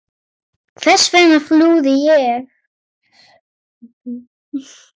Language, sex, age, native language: Icelandic, female, 8, Icelandic